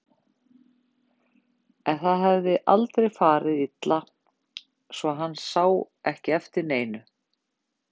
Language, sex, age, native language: Icelandic, female, 50-59, Icelandic